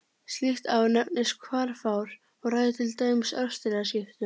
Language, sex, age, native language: Icelandic, female, 30-39, Icelandic